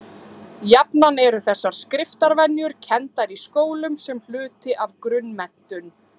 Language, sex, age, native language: Icelandic, female, 30-39, Icelandic